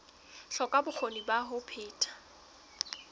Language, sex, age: Southern Sotho, female, 21